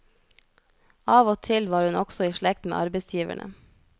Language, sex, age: Norwegian, female, 33